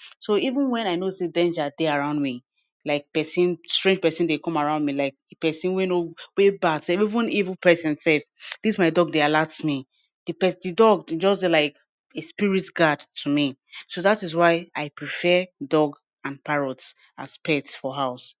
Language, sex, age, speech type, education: Nigerian Pidgin, female, 15-29, spontaneous, tertiary